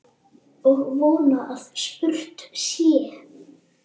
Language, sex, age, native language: Icelandic, female, 7, Icelandic